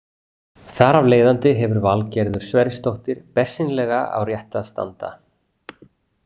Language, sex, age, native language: Icelandic, male, 40-49, Icelandic